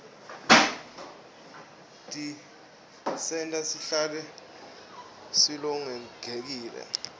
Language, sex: Swati, male